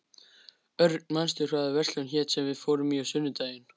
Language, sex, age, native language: Icelandic, male, 13, Icelandic